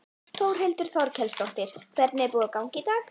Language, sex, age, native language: Icelandic, female, 11, Icelandic